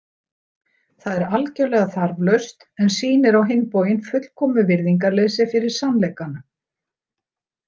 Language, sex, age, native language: Icelandic, female, 60-69, Icelandic